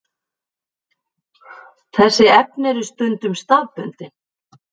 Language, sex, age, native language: Icelandic, female, 50-59, Icelandic